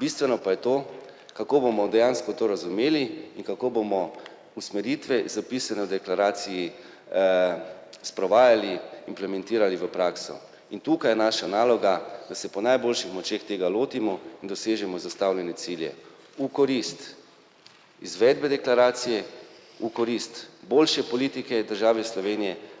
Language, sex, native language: Slovenian, male, Slovenian